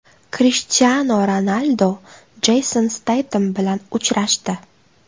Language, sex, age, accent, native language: Uzbek, female, 25-34, Toshkent viloyati, Uzbek